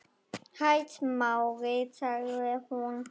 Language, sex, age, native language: Icelandic, female, 10, German